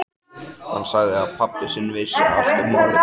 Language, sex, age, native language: Icelandic, male, 14, Icelandic